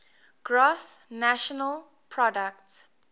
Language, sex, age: English, female, 18